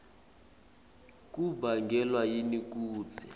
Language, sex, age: Swati, male, 18